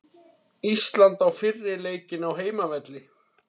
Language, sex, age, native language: Icelandic, male, 30-39, Icelandic